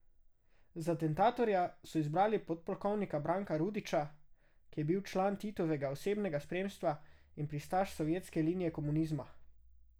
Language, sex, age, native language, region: Slovenian, male, 18-29, Slovenian, Drava region